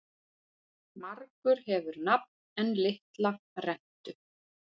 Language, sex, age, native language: Icelandic, female, 40-49, Icelandic